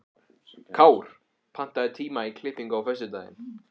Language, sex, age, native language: Icelandic, male, 14, Icelandic